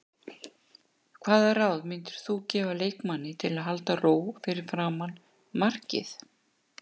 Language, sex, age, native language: Icelandic, female, 60-69, Icelandic